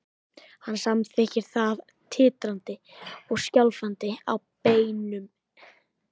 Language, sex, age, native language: Icelandic, male, 11, Icelandic